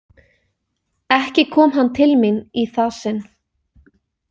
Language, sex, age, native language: Icelandic, female, 20-29, Icelandic